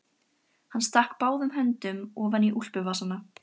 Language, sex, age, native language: Icelandic, female, 13, Icelandic